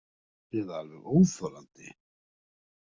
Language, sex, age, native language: Icelandic, male, 50-59, Icelandic